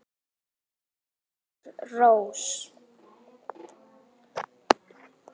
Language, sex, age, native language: Icelandic, female, 8, Icelandic